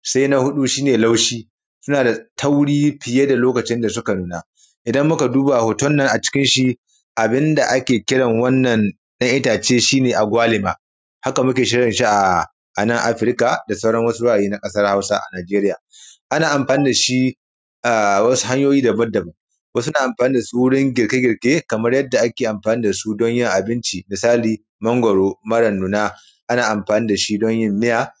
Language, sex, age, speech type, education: Hausa, male, 30-45, spontaneous, primary